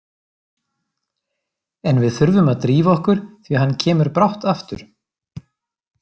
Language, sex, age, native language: Icelandic, male, 30-39, Icelandic